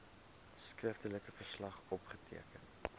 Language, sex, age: Afrikaans, male, 22